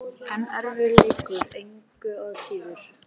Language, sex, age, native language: Icelandic, male, 30-39, Icelandic